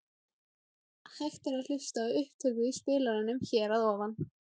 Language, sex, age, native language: Icelandic, female, 17, Icelandic